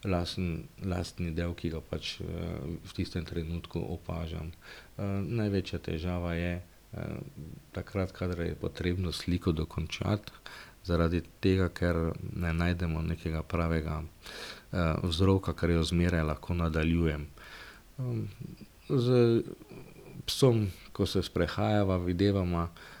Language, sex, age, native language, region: Slovenian, male, 50-59, Slovenian, Drava region